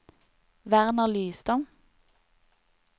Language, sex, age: Norwegian, female, 30